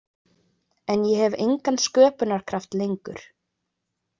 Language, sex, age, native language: Icelandic, female, 20-29, Icelandic